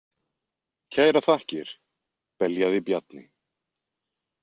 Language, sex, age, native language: Icelandic, male, 20-29, Icelandic